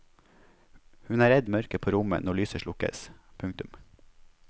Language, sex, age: Norwegian, male, 21